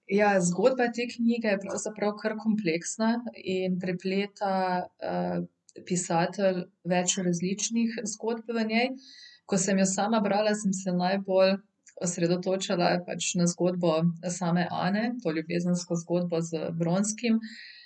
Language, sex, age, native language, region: Slovenian, female, 30-49, Slovenian, Central Slovenia